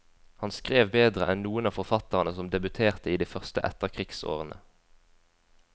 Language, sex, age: Norwegian, female, 20